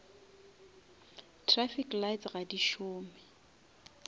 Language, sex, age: Northern Sotho, female, 27